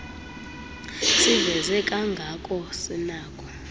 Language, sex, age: Xhosa, female, 31